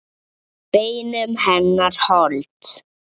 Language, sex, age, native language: Icelandic, male, 7, Icelandic